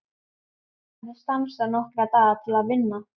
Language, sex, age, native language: Icelandic, female, 11, Icelandic